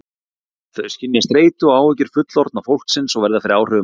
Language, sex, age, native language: Icelandic, male, 40-49, Icelandic